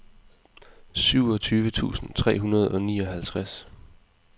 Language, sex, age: Danish, male, 20